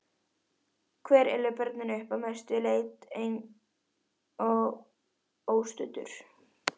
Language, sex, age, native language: Icelandic, female, 11, Icelandic